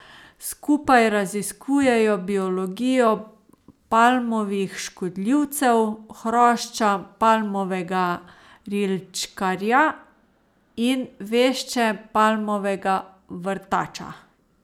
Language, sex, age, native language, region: Slovenian, female, 30-49, Slovenian, Savinja region